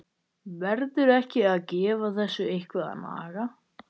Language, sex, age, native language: Icelandic, male, 12, Icelandic